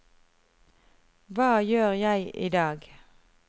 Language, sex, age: Norwegian, female, 33